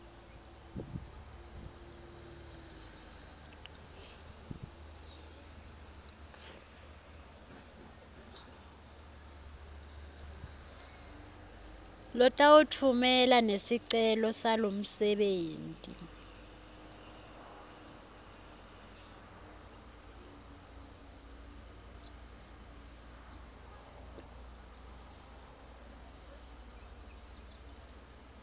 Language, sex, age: Swati, female, 21